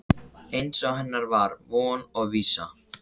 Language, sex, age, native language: Icelandic, male, 14, Icelandic